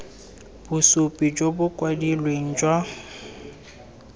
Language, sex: Tswana, male